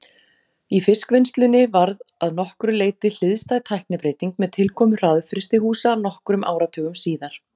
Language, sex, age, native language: Icelandic, female, 40-49, Icelandic